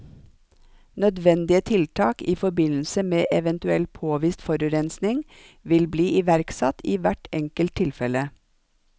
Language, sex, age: Norwegian, female, 45